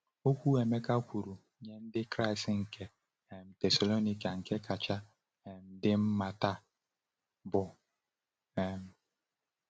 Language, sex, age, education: Igbo, male, 15-29, tertiary